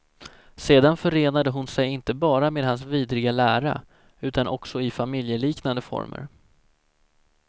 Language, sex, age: Swedish, male, 17